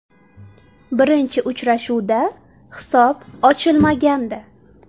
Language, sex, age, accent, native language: Uzbek, female, 18-24, Samarqand, Uzbek